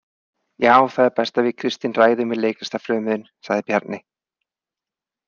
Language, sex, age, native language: Icelandic, male, 30-39, Icelandic